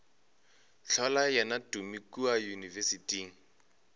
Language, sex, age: Northern Sotho, male, 25